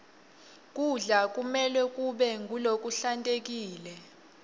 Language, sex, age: Swati, female, 21